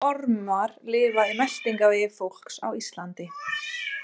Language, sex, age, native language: Icelandic, female, 20-29, Icelandic